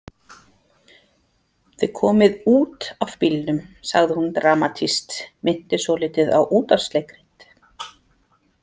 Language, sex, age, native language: Icelandic, female, 40-49, Icelandic